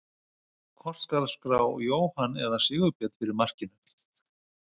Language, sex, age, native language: Icelandic, male, 50-59, Icelandic